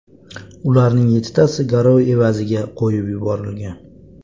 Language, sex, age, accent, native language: Uzbek, male, 25-34, Andijon, Uzbek